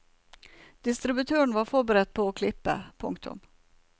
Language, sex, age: Norwegian, female, 47